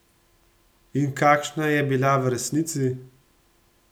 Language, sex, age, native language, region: Slovenian, male, 30-49, Slovenian, Gorenjska region